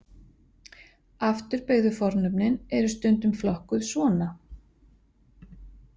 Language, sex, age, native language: Icelandic, female, 50-59, Icelandic